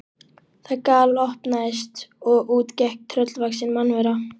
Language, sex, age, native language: Icelandic, male, 12, Icelandic